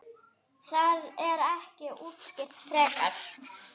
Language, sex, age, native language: Icelandic, female, 9, Icelandic